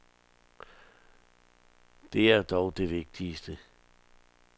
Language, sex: Danish, male